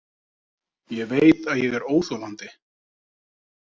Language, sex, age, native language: Icelandic, male, 30-39, Icelandic